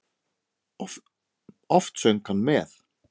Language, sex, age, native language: Icelandic, male, 10, Icelandic